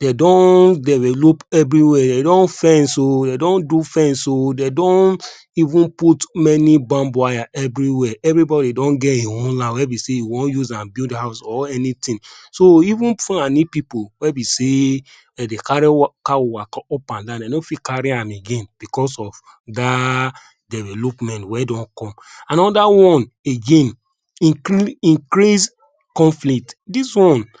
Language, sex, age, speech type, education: Nigerian Pidgin, male, 30-45, spontaneous, tertiary